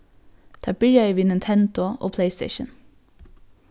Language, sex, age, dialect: Faroese, female, 15-35, Norðurstreymoy/Eysturoy